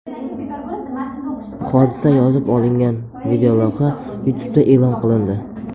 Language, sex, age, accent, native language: Uzbek, male, under 19, Samarqand, Uzbek